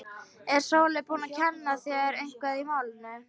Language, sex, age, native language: Icelandic, female, 13, Icelandic